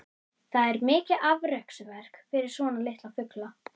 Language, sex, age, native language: Icelandic, female, 30-39, Icelandic